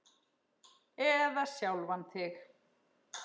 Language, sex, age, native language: Icelandic, female, 10, Icelandic